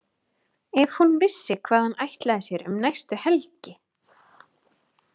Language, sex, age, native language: Icelandic, female, 30-39, Icelandic